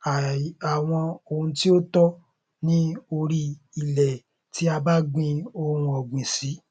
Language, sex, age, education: Yoruba, male, 15-29, tertiary